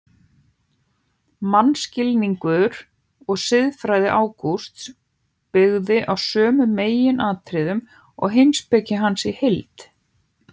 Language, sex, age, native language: Icelandic, female, 18-19, Icelandic